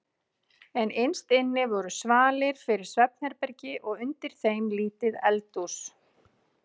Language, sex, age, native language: Icelandic, female, 30-39, Icelandic